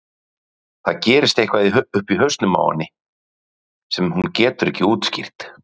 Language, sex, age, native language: Icelandic, male, 40-49, Icelandic